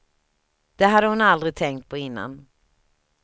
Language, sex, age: Swedish, female, 38